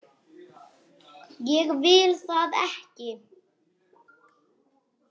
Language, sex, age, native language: Icelandic, male, 10, Icelandic